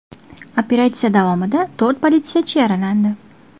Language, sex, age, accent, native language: Uzbek, female, 19-29, Farg'ona, Uzbek